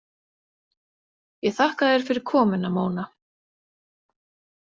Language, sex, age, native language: Icelandic, female, 40-49, Icelandic